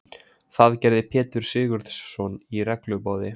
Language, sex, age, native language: Icelandic, male, 20-29, Icelandic